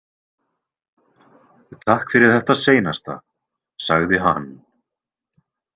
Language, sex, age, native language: Icelandic, male, 20-29, Icelandic